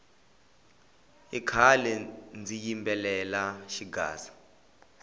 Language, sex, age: Tsonga, male, 21